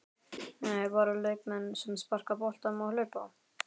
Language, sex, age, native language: Icelandic, male, 11, Icelandic